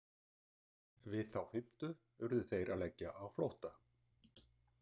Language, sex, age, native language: Icelandic, male, 60-69, Icelandic